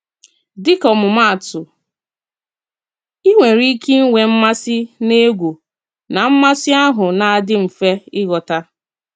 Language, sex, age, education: Igbo, female, 30-45, tertiary